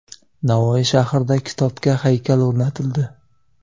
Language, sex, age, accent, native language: Uzbek, male, 18-24, Jizzax, Uzbek